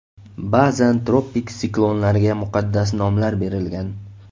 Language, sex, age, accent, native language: Uzbek, male, 25-34, Toshkent shahri, Uzbek